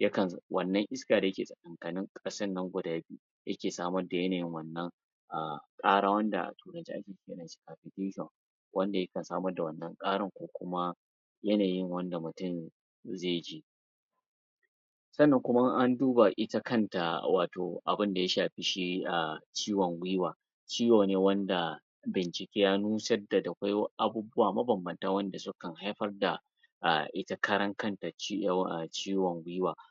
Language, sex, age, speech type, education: Hausa, male, 30-45, spontaneous, tertiary